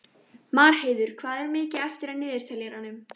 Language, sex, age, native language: Icelandic, female, 14, Icelandic